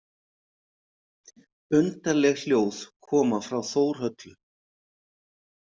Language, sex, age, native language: Icelandic, male, 50-59, Icelandic